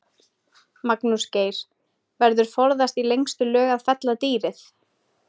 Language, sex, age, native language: Icelandic, female, 20-29, Icelandic